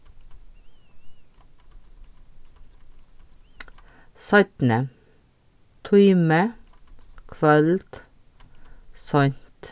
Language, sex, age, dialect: Faroese, female, 36-60, Norðurstreymoy/Eysturoy